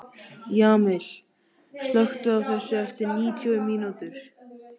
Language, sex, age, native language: Icelandic, male, 13, Icelandic